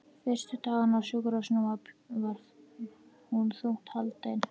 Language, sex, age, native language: Icelandic, female, 13, Icelandic